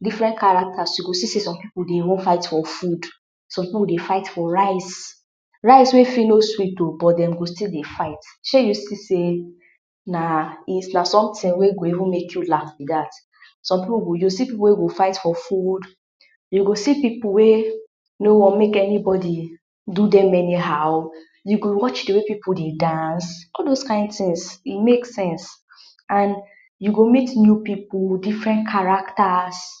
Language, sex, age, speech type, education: Nigerian Pidgin, female, 60+, spontaneous, tertiary